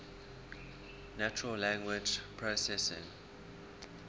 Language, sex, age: English, male, 19